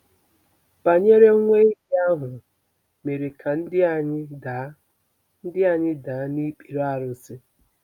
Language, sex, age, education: Igbo, female, 30-45, tertiary